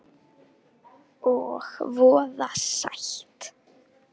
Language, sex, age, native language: Icelandic, female, 18-19, Icelandic